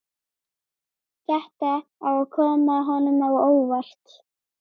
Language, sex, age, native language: Icelandic, female, 12, Icelandic